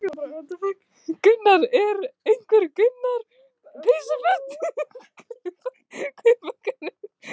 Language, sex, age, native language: Icelandic, female, 15, Icelandic